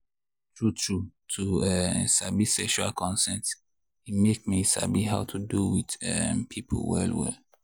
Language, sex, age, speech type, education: Nigerian Pidgin, male, 30-45, spontaneous, tertiary